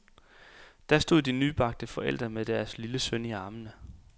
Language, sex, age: Danish, male, 28